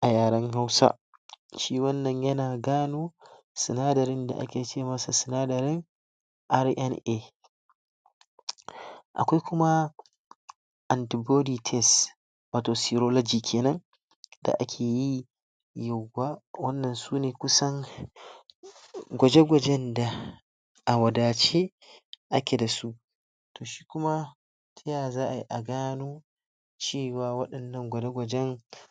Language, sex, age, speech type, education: Hausa, male, 60+, spontaneous, tertiary